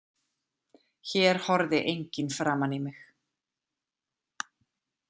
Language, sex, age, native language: Icelandic, female, 40-49, Icelandic